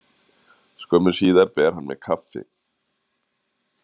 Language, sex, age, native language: Icelandic, male, 30-39, Icelandic